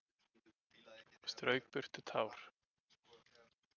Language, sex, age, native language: Icelandic, male, 20-29, Dutch